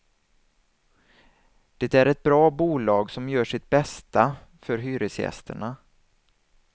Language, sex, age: Swedish, male, 27